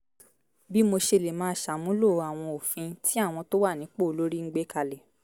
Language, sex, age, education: Yoruba, female, 15-29, tertiary